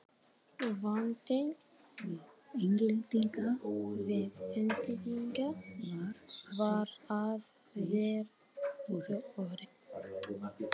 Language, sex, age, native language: Icelandic, male, 18-19, Arabic